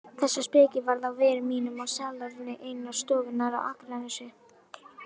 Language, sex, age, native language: Icelandic, female, 20-29, Icelandic